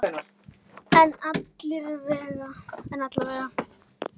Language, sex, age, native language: Icelandic, female, 9, Icelandic